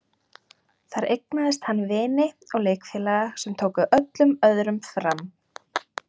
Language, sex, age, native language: Icelandic, female, 30-39, Icelandic